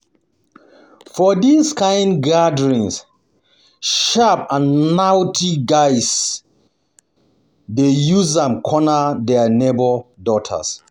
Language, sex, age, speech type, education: Nigerian Pidgin, male, 30-45, spontaneous, tertiary